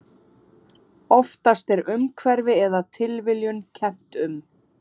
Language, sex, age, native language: Icelandic, female, 30-39, Icelandic